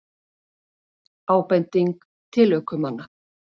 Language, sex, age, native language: Icelandic, female, 40-49, Icelandic